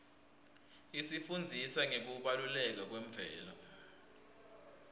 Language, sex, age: Swati, male, 20